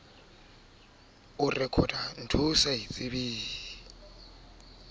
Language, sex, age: Southern Sotho, male, 21